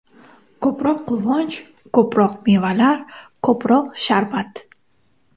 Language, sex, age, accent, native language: Uzbek, female, 18-24, Samarqand, Uzbek